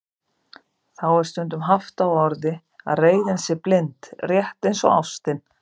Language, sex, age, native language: Icelandic, female, 50-59, Icelandic